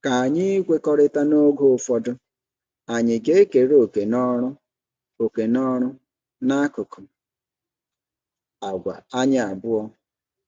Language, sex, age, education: Igbo, male, 30-45, tertiary